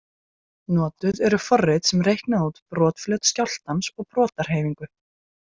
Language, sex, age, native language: Icelandic, female, 20-29, Icelandic